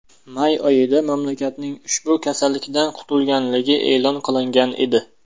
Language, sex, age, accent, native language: Uzbek, male, 19-29, Namangan, Uzbek